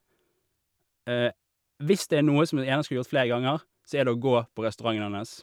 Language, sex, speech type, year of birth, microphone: Norwegian, male, spontaneous, 1988, Shure